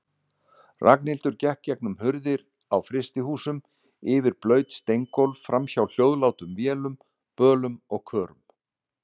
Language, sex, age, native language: Icelandic, male, 60-69, Icelandic